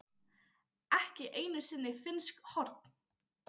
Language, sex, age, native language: Icelandic, male, 10, Icelandic